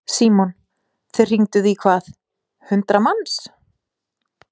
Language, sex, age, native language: Icelandic, female, 40-49, Icelandic